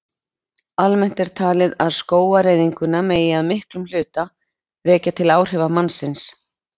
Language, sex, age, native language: Icelandic, female, 30-39, Icelandic